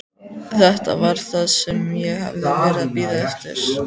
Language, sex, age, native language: Icelandic, female, 14, Icelandic